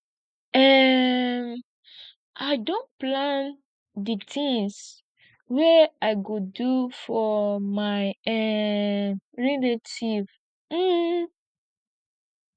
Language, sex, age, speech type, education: Nigerian Pidgin, female, 15-29, spontaneous, tertiary